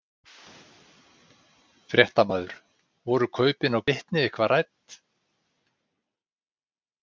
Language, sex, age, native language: Icelandic, male, 60-69, Icelandic